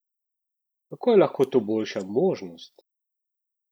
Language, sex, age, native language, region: Slovenian, male, 30-49, Slovenian, Central Slovenia